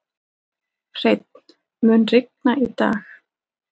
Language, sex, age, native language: Icelandic, female, 40-49, Icelandic